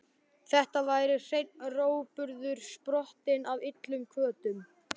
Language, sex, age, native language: Icelandic, male, 12, Icelandic